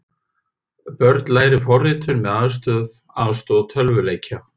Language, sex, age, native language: Icelandic, male, 50-59, Icelandic